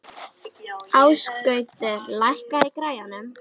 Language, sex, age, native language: Icelandic, female, 18-19, Icelandic